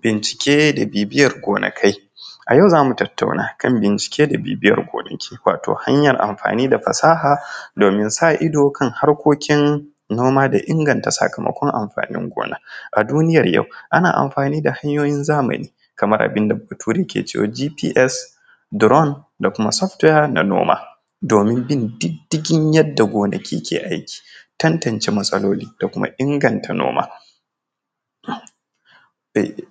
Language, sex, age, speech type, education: Hausa, male, 15-29, spontaneous, tertiary